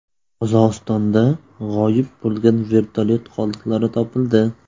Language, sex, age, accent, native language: Uzbek, male, 25-34, Surxondaryo, Uzbek